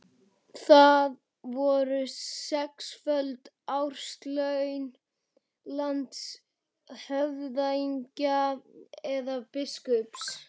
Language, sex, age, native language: Icelandic, male, 12, Icelandic